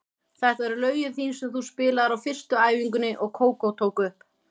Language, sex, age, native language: Icelandic, female, 30-39, Icelandic